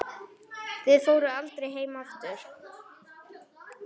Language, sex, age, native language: Icelandic, male, 9, Icelandic